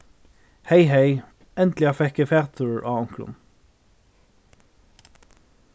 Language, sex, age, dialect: Faroese, male, 15-35, Norðurstreymoy/Eysturoy